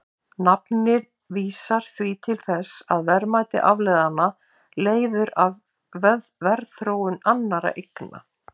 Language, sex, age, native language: Icelandic, female, 50-59, Icelandic